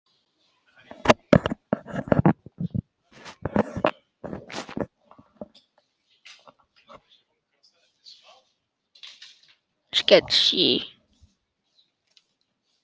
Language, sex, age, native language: Icelandic, male, 10, Icelandic